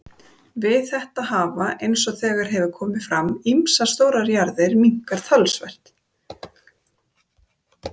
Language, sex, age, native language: Icelandic, female, 30-39, Icelandic